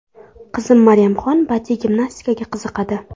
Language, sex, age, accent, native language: Uzbek, female, under 19, Toshkent viloyati, Uzbek